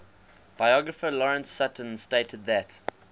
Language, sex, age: English, male, 20